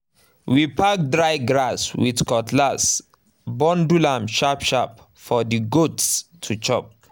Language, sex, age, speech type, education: Nigerian Pidgin, male, 15-29, spontaneous, tertiary